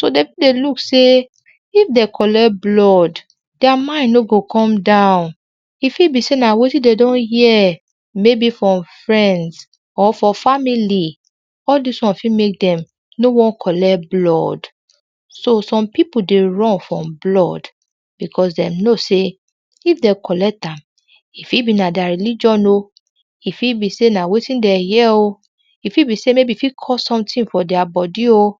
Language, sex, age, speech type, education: Nigerian Pidgin, female, 30-45, spontaneous, secondary